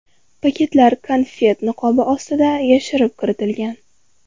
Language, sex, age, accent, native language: Uzbek, female, 18-24, Farg'ona, Uzbek